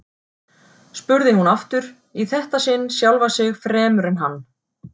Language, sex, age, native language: Icelandic, female, 40-49, Icelandic